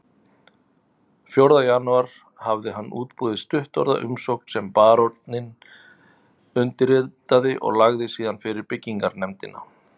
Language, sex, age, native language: Icelandic, male, 30-39, Icelandic